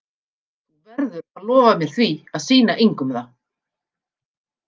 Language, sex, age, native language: Icelandic, female, 50-59, Icelandic